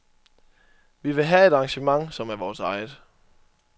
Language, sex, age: Danish, male, 24